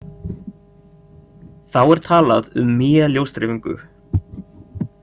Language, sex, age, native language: Icelandic, male, 30-39, Icelandic